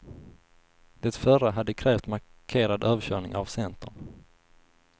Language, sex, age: Swedish, male, 19